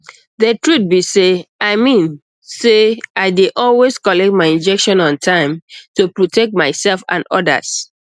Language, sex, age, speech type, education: Nigerian Pidgin, female, 15-29, spontaneous, secondary